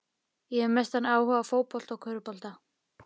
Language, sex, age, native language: Icelandic, female, 15, Icelandic